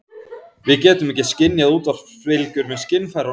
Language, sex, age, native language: Icelandic, male, 40-49, Icelandic